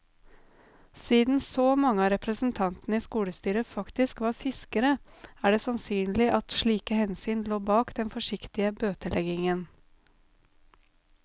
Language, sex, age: Norwegian, female, 32